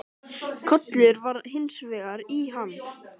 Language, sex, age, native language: Icelandic, male, 13, Icelandic